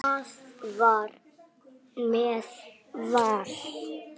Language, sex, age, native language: Icelandic, male, 9, Icelandic